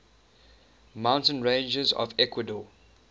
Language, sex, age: English, male, 19